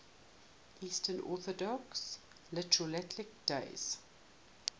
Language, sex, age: English, female, 18